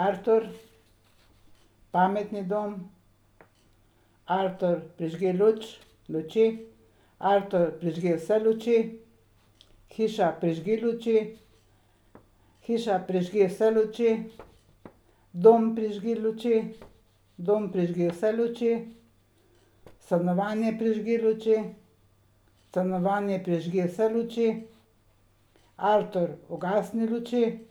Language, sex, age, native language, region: Slovenian, female, 60+, Slovenian, Savinja region